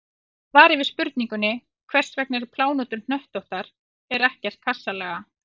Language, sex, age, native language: Icelandic, female, 40-49, Icelandic